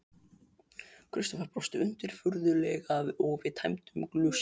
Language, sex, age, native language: Icelandic, male, 12, Icelandic